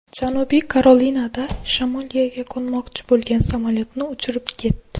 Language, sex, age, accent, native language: Uzbek, female, under 19, Xorazm, Uzbek